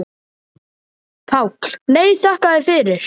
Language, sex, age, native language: Icelandic, male, 10, Icelandic